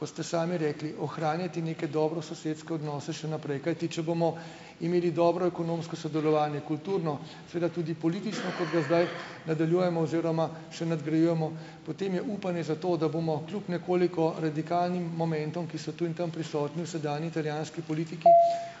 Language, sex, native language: Slovenian, male, Slovenian